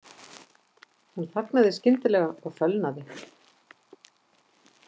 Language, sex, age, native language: Icelandic, female, 50-59, Icelandic